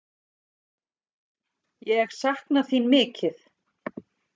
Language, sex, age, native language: Icelandic, female, 40-49, Icelandic